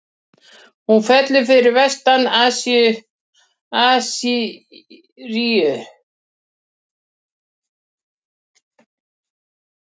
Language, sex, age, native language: Icelandic, female, 60-69, Icelandic